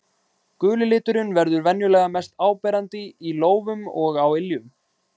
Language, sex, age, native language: Icelandic, male, 20-29, Icelandic